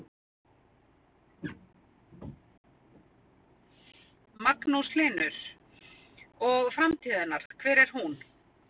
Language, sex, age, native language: Icelandic, female, 50-59, Icelandic